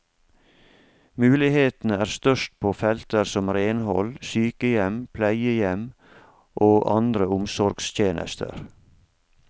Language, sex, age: Norwegian, male, 47